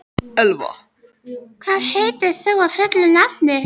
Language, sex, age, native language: Icelandic, other, 13, Icelandic